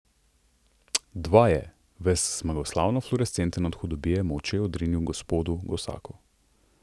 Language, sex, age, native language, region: Slovenian, male, 30-49, Slovenian, Central Slovenia